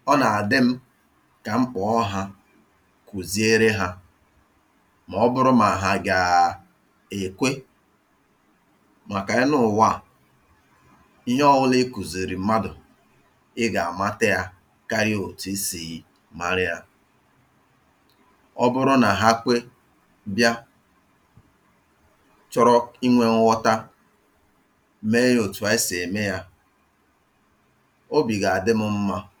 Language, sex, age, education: Igbo, male, 30-45, tertiary